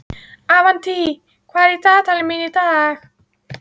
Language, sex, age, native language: Icelandic, female, 14, Icelandic